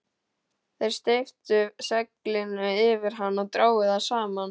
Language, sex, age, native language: Icelandic, male, 12, Icelandic